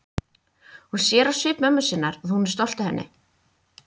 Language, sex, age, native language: Icelandic, female, 20-29, Icelandic